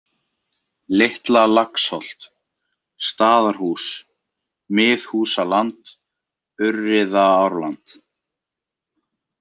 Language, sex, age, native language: Icelandic, male, 20-29, Icelandic